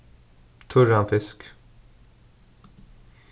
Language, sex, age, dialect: Faroese, male, 36-60, Suðurstreymoy